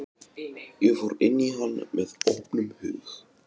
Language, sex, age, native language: Icelandic, male, 20-29, Icelandic